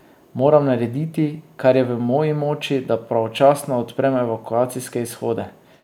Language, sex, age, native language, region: Slovenian, male, 30-49, Slovenian, Drava region